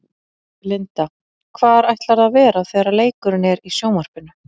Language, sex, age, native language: Icelandic, female, 40-49, Icelandic